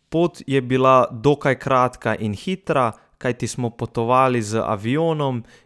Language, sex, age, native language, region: Slovenian, male, 18-29, Slovenian, Southeast Slovenia